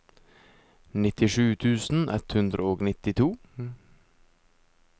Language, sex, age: Norwegian, male, 24